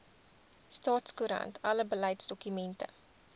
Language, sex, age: Afrikaans, female, 20